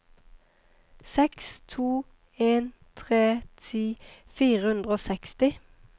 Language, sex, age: Norwegian, female, 23